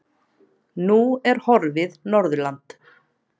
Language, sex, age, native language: Icelandic, female, 30-39, Icelandic